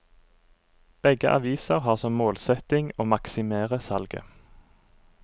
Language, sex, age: Norwegian, male, 39